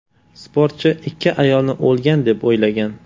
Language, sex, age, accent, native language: Uzbek, male, 18-24, Toshkent shahri, Uzbek